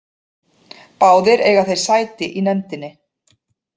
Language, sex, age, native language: Icelandic, female, 40-49, Icelandic